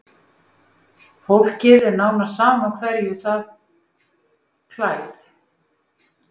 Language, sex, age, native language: Icelandic, female, 50-59, Icelandic